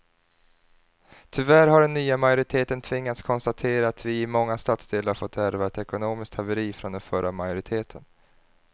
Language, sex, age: Swedish, male, 30